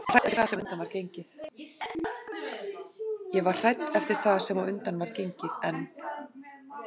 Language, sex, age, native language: Icelandic, female, 40-49, Icelandic